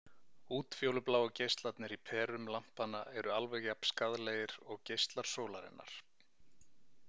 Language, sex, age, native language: Icelandic, male, 40-49, Icelandic